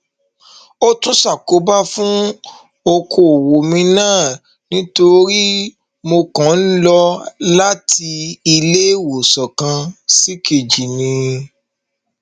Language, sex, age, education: Yoruba, male, 30-45, tertiary